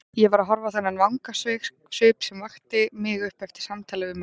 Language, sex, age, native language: Icelandic, female, 20-29, Icelandic